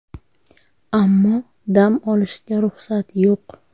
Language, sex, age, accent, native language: Uzbek, female, 18-24, Farg'ona, Uzbek